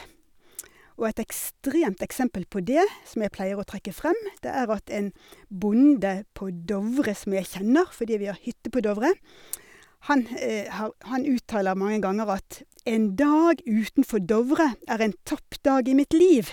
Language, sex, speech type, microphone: Norwegian, female, spontaneous, Sennheiser